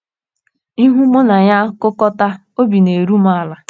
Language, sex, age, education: Igbo, female, 15-29, tertiary